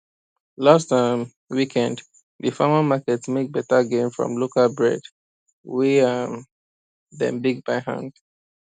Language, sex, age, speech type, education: Nigerian Pidgin, male, 15-29, spontaneous, tertiary